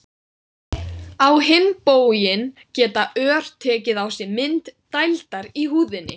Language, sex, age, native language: Icelandic, female, 18-19, Icelandic